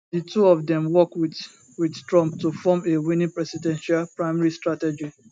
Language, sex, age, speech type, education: Nigerian Pidgin, male, 15-29, spontaneous, tertiary